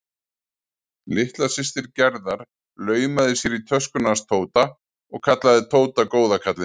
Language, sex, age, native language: Icelandic, male, 40-49, Icelandic